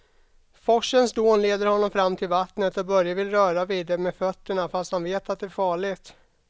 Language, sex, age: Swedish, male, 32